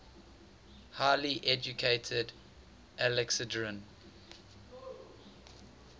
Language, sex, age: English, male, 18